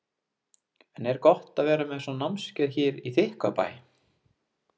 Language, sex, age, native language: Icelandic, male, 20-29, Icelandic